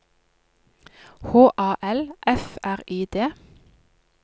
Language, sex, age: Norwegian, female, 31